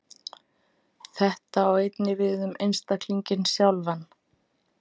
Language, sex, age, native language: Icelandic, female, 50-59, Icelandic